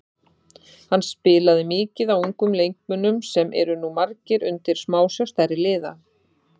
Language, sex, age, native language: Icelandic, female, 30-39, Icelandic